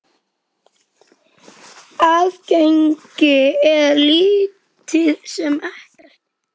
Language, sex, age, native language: Icelandic, male, 10, Icelandic